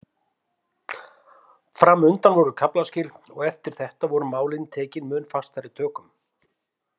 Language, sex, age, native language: Icelandic, male, 50-59, Icelandic